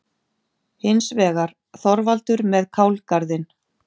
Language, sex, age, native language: Icelandic, female, 50-59, Icelandic